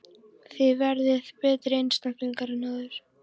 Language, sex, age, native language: Icelandic, female, 14, Icelandic